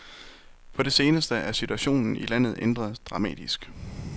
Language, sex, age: Danish, male, 23